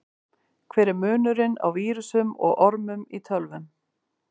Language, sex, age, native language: Icelandic, female, 50-59, Icelandic